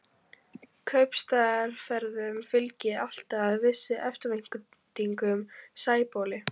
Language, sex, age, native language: Icelandic, female, 12, Icelandic